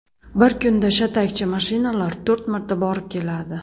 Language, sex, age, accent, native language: Uzbek, female, 30-39, Andijon, Uzbek